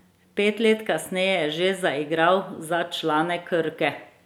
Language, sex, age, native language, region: Slovenian, female, 30-49, Slovenian, Drava region